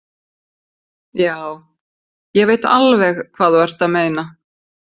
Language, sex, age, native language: Icelandic, female, 50-59, Icelandic